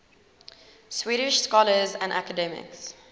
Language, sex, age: English, female, 19